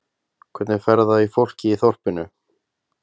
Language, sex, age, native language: Icelandic, male, 20-29, Icelandic